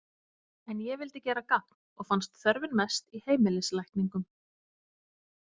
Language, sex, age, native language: Icelandic, female, 30-39, Icelandic